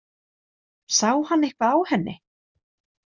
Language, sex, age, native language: Icelandic, female, 30-39, Icelandic